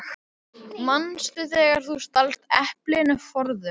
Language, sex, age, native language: Icelandic, male, 11, Icelandic